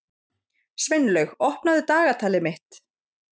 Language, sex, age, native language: Icelandic, female, 30-39, Icelandic